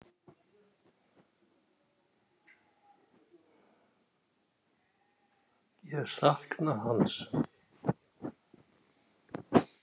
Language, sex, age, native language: Icelandic, male, 60-69, Icelandic